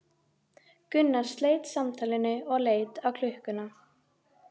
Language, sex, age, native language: Icelandic, female, 12, Icelandic